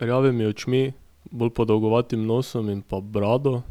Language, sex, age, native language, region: Slovenian, male, 18-29, Slovenian, Drava region